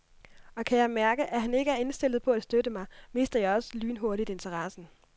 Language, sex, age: Danish, female, 26